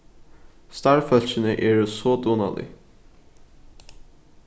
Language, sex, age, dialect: Faroese, male, 15-35, Norðuroyggjar